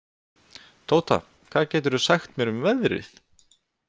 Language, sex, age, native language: Icelandic, male, 20-29, Icelandic